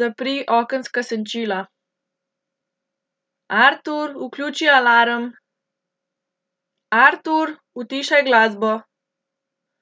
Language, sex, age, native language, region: Slovenian, female, 18-29, Slovenian, Central Slovenia